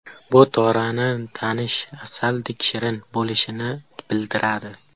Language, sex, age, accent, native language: Uzbek, male, 12-17, Qashqadaryo, Uzbek